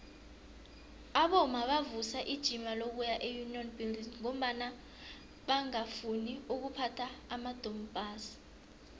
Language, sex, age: South Ndebele, female, 22